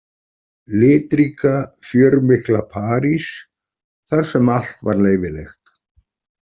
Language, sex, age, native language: Icelandic, male, 40-49, Icelandic